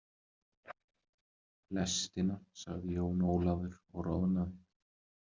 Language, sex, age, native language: Icelandic, male, 30-39, Icelandic